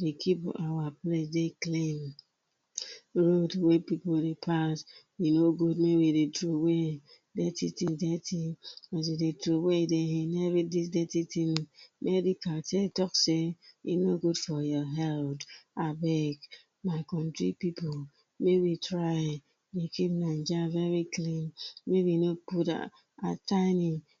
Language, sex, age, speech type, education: Nigerian Pidgin, female, 30-45, spontaneous, tertiary